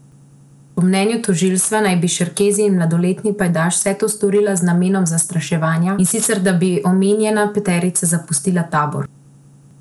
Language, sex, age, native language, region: Slovenian, female, 18-29, Slovenian, Central Slovenia